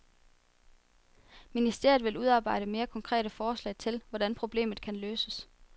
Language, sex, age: Danish, female, 24